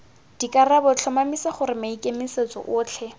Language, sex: Tswana, female